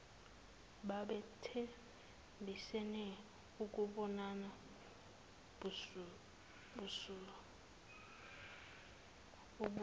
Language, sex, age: Zulu, female, 19